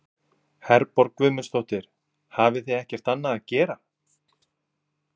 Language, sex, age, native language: Icelandic, male, 40-49, Icelandic